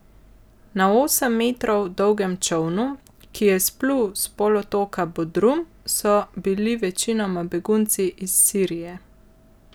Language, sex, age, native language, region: Slovenian, male, 50-59, Slovenian, Central Slovenia